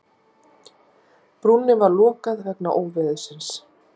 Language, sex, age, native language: Icelandic, female, 40-49, Icelandic